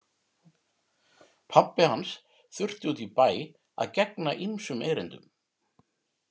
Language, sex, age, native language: Icelandic, male, 50-59, Icelandic